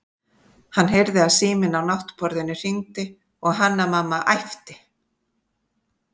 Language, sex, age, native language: Icelandic, female, 50-59, Icelandic